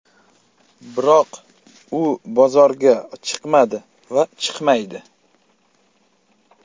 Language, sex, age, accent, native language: Uzbek, male, 25-34, Sirdaryo, Uzbek